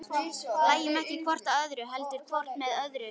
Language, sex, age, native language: Icelandic, male, 11, Icelandic